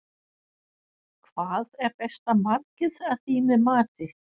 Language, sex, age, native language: Icelandic, female, 60-69, Danish